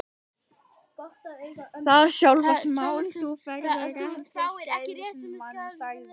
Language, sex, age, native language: Icelandic, female, 18-19, Icelandic